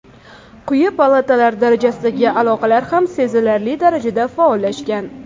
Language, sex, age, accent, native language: Uzbek, female, 18-24, Toshkent shahri, Uzbek